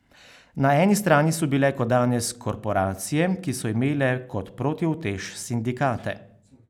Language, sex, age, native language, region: Slovenian, male, 30-49, Slovenian, Carinthia region